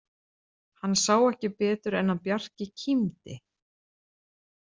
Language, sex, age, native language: Icelandic, male, 30-39, Icelandic